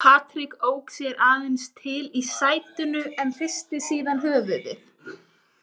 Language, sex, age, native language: Icelandic, female, 20-29, Icelandic